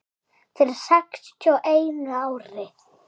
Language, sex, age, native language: Icelandic, male, 6, Icelandic